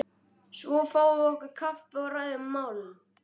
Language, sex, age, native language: Icelandic, other, 12, Icelandic